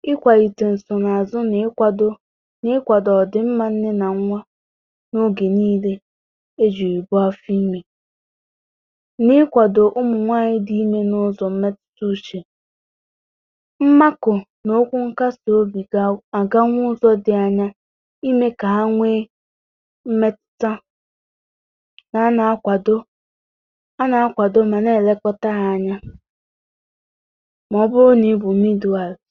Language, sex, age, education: Igbo, female, 30-45, tertiary